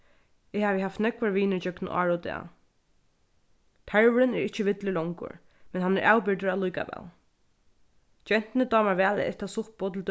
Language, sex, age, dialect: Faroese, female, 15-35, Norðurstreymoy/Eysturoy